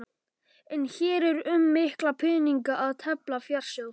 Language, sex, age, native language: Icelandic, male, 11, Polish